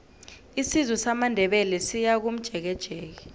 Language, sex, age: South Ndebele, female, 18